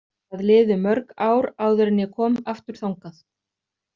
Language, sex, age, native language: Icelandic, other, 30-39, Icelandic